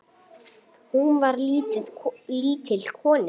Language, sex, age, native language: Icelandic, male, 8, Icelandic